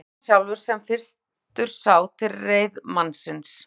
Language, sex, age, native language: Icelandic, female, 40-49, Icelandic